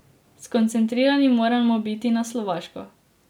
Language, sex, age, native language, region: Slovenian, female, 18-29, Slovenian, Drava region